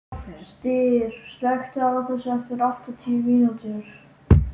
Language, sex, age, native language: Icelandic, male, 12, Icelandic